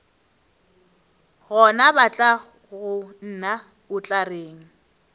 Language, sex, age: Northern Sotho, female, 23